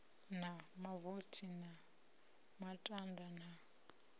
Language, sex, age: Venda, female, 30